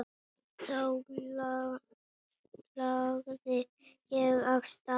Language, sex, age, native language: Icelandic, female, 7, Icelandic